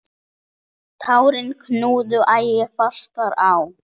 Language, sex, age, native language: Icelandic, male, 8, Icelandic